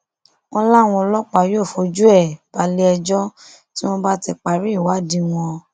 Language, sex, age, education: Yoruba, female, 15-29, tertiary